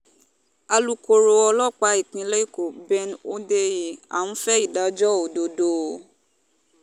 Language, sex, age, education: Yoruba, female, 15-29, tertiary